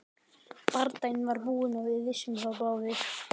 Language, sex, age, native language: Icelandic, male, 11, Icelandic